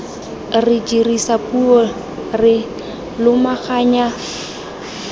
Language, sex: Tswana, female